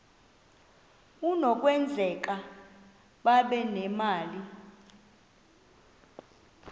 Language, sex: Xhosa, female